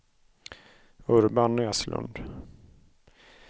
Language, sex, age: Swedish, male, 31